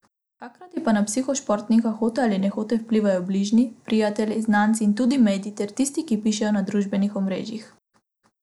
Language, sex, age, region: Slovenian, female, 18-29, Abroad